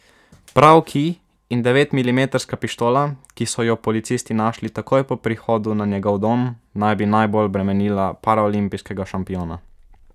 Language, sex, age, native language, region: Slovenian, male, 12-17, Slovenian, Savinja region